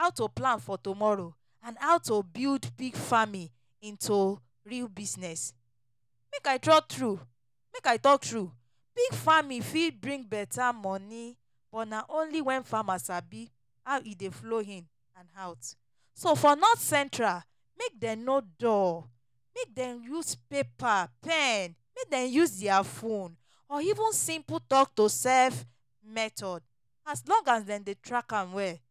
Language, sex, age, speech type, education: Nigerian Pidgin, female, 30-45, spontaneous, tertiary